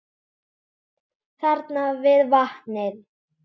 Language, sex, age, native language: Icelandic, female, 10, Icelandic